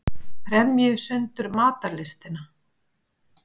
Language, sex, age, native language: Icelandic, female, 50-59, Icelandic